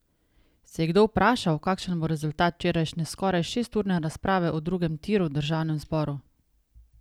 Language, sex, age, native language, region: Slovenian, female, 30-49, Slovenian, Savinja region